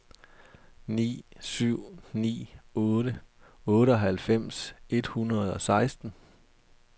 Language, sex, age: Danish, male, 32